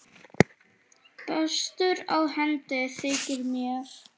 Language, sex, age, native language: Icelandic, female, 10, Icelandic